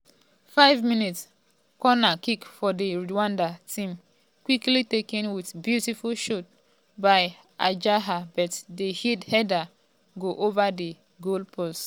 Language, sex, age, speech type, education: Nigerian Pidgin, female, 30-45, spontaneous, tertiary